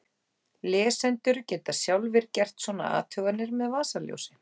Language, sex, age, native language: Icelandic, female, 18-19, Icelandic